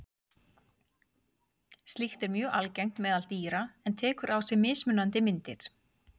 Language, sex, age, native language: Icelandic, female, 40-49, Icelandic